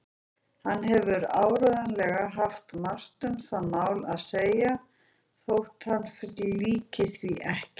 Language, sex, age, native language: Icelandic, female, 40-49, Icelandic